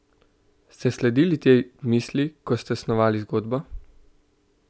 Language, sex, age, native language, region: Slovenian, male, 18-29, Slovenian, Central Slovenia